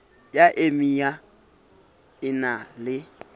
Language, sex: Southern Sotho, male